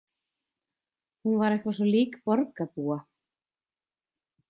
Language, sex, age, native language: Icelandic, female, 20-29, Icelandic